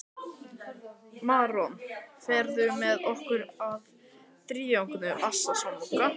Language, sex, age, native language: Icelandic, male, 18-19, Icelandic